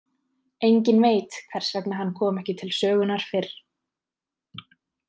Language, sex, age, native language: Icelandic, female, 30-39, Icelandic